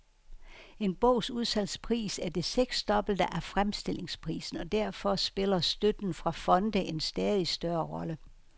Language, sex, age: Danish, female, 69